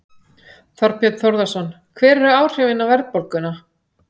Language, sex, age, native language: Icelandic, female, 40-49, Icelandic